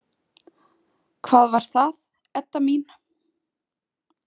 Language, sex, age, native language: Icelandic, female, 20-29, Icelandic